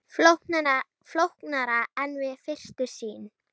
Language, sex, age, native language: Icelandic, female, 30-39, Icelandic